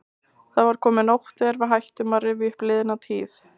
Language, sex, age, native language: Icelandic, male, 20-29, Icelandic